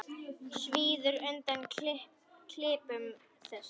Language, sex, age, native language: Icelandic, female, 10, Icelandic